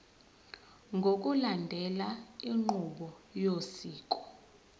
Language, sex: Zulu, female